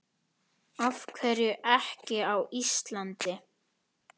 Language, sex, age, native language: Icelandic, male, 10, Icelandic